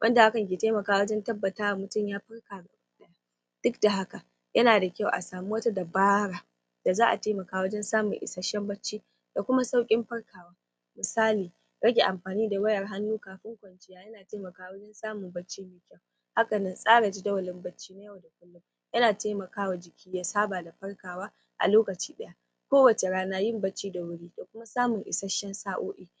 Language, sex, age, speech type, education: Hausa, female, 15-29, spontaneous, primary